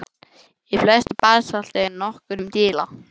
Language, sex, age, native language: Icelandic, male, 11, English